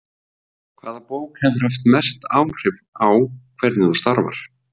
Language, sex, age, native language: Icelandic, male, 50-59, Icelandic